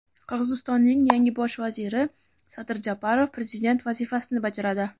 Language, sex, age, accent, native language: Uzbek, female, 18-24, Samarqand, Uzbek